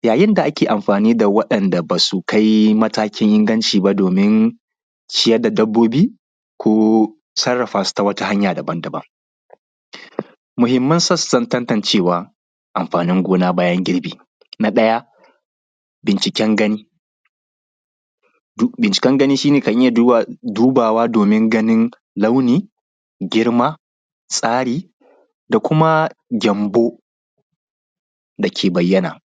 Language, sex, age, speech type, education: Hausa, male, 15-29, spontaneous, primary